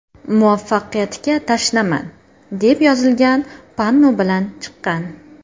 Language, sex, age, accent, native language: Uzbek, female, 25-34, Toshkent shahri, Uzbek